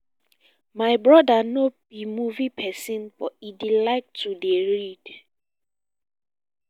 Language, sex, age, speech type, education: Nigerian Pidgin, female, 15-29, spontaneous, tertiary